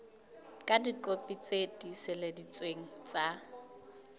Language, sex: Southern Sotho, female